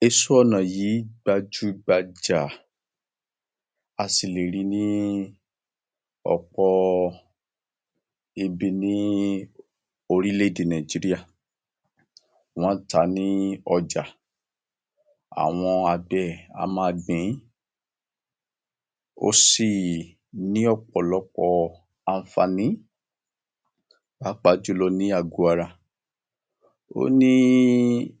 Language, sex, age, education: Yoruba, male, 60+, tertiary